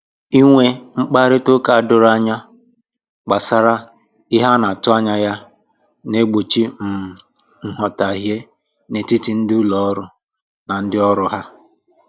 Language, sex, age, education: Igbo, male, 15-29, tertiary